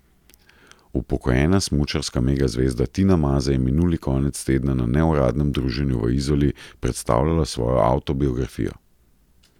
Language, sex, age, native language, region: Slovenian, male, 30-49, Slovenian, Central Slovenia